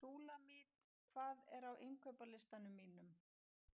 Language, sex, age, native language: Icelandic, female, 50-59, Icelandic